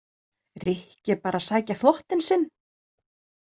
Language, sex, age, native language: Icelandic, female, 30-39, Icelandic